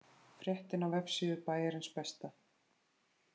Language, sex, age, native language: Icelandic, female, 30-39, Icelandic